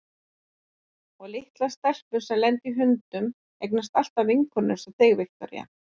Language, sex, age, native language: Icelandic, female, 50-59, Icelandic